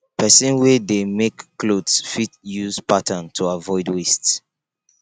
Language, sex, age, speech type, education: Nigerian Pidgin, male, 15-29, spontaneous, tertiary